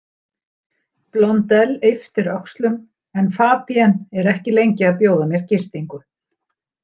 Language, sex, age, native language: Icelandic, female, 60-69, Icelandic